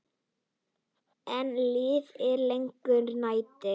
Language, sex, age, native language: Icelandic, female, 9, Icelandic